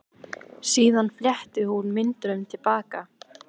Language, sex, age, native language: Icelandic, female, 14, Icelandic